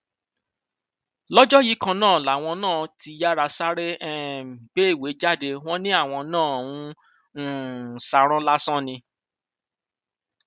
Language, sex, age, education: Yoruba, male, 30-45, tertiary